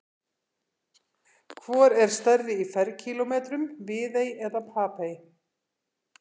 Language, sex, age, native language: Icelandic, female, 50-59, Icelandic